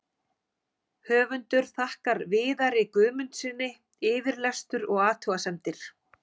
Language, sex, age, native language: Icelandic, female, 40-49, Icelandic